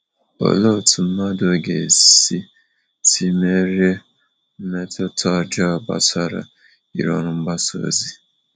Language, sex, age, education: Igbo, male, 30-45, tertiary